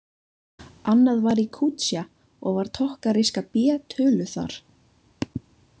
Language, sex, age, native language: Icelandic, female, 20-29, Icelandic